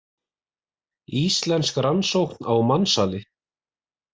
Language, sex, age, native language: Icelandic, male, 20-29, Icelandic